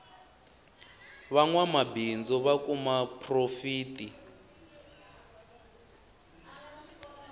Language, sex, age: Tsonga, male, 19